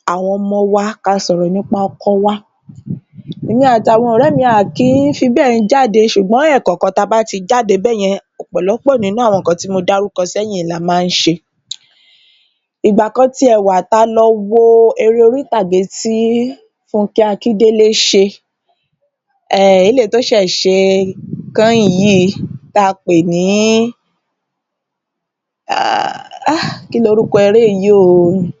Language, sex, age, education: Yoruba, female, 30-45, tertiary